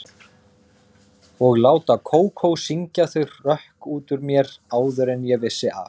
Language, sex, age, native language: Icelandic, male, 30-39, Icelandic